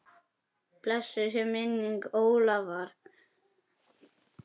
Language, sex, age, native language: Icelandic, male, 9, Icelandic